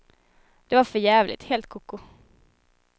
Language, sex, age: Swedish, female, 19